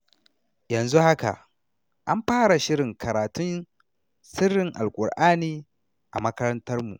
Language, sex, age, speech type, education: Hausa, male, 30-45, read, tertiary